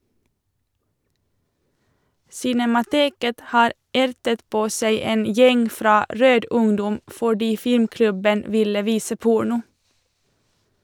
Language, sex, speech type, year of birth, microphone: Norwegian, female, read, 1987, Shure